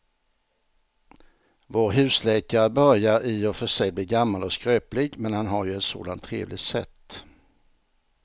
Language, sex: Swedish, male